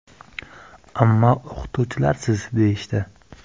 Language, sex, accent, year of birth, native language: Uzbek, male, Samarqand, 2002, Uzbek